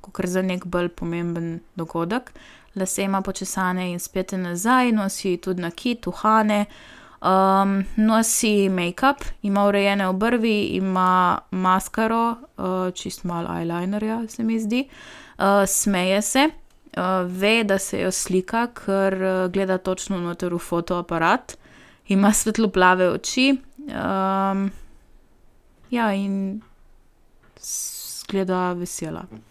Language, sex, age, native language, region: Slovenian, female, 18-29, Slovenian, Primorsko-notranjska region